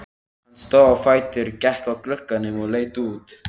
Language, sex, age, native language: Icelandic, male, 13, Icelandic